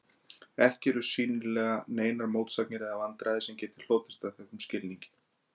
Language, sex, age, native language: Icelandic, male, 40-49, Icelandic